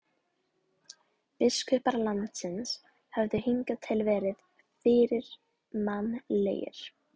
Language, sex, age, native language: Icelandic, female, 11, Icelandic